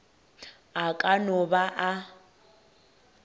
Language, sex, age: Northern Sotho, female, 18